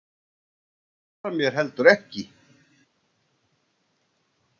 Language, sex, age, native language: Icelandic, male, 60-69, Icelandic